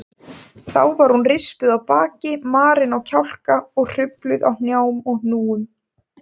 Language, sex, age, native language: Icelandic, female, 20-29, Icelandic